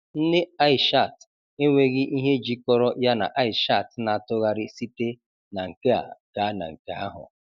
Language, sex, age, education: Igbo, male, 30-45, tertiary